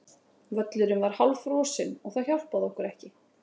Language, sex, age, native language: Icelandic, female, 30-39, Icelandic